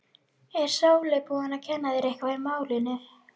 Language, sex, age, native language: Icelandic, female, 12, Icelandic